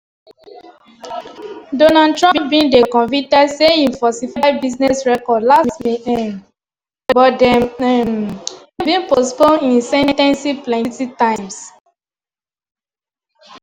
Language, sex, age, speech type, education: Nigerian Pidgin, female, 15-29, spontaneous, secondary